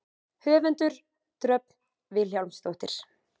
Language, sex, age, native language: Icelandic, female, 20-29, Icelandic